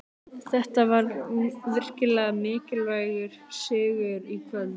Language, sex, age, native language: Icelandic, other, 18-19, Icelandic